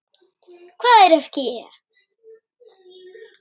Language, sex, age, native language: Icelandic, female, 9, Icelandic